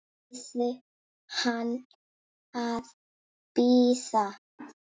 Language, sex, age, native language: Icelandic, female, 8, Icelandic